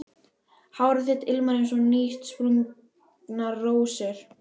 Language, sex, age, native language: Icelandic, female, 11, Icelandic